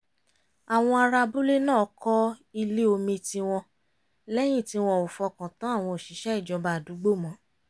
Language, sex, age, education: Yoruba, female, 30-45, tertiary